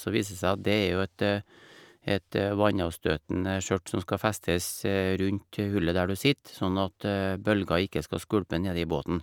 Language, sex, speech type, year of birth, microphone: Norwegian, male, spontaneous, 1956, Shure